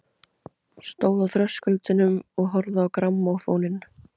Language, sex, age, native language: Icelandic, female, 17, Icelandic